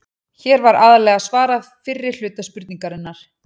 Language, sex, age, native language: Icelandic, female, 40-49, Icelandic